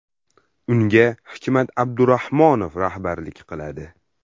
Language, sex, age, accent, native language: Uzbek, male, under 19, Farg'ona, Uzbek